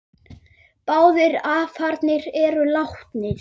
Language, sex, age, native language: Icelandic, male, 8, Icelandic